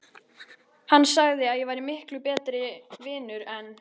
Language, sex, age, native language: Icelandic, female, 13, Icelandic